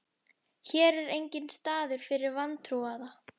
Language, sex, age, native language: Icelandic, female, 11, Icelandic